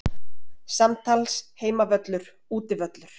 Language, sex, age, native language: Icelandic, female, 30-39, Icelandic